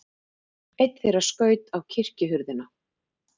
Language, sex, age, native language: Icelandic, female, 40-49, Icelandic